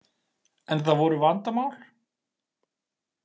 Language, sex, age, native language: Icelandic, male, 40-49, Icelandic